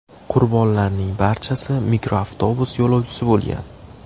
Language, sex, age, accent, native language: Uzbek, male, 18-24, Farg'ona, Uzbek